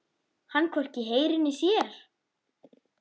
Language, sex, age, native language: Icelandic, male, 10, Icelandic